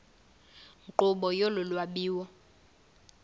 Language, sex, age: Xhosa, female, 20